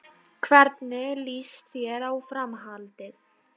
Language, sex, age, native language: Icelandic, female, 30-39, Polish